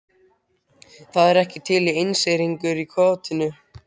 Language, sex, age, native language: Icelandic, male, 13, Icelandic